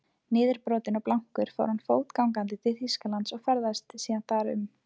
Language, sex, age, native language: Icelandic, female, 20-29, Icelandic